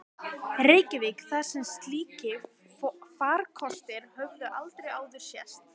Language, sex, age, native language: Icelandic, female, 12, Icelandic